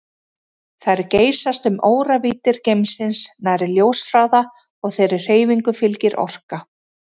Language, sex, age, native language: Icelandic, female, 30-39, Icelandic